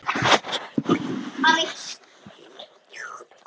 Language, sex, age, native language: Icelandic, male, 9, Icelandic